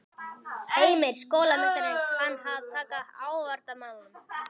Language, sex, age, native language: Icelandic, male, 12, Icelandic